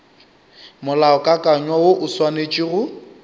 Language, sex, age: Northern Sotho, male, 25